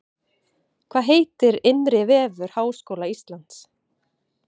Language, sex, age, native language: Icelandic, female, 30-39, Icelandic